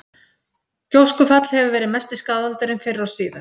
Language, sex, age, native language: Icelandic, female, 50-59, Icelandic